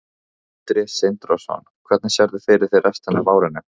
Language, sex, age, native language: Icelandic, male, 15, Icelandic